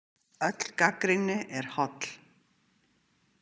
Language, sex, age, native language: Icelandic, female, 50-59, Icelandic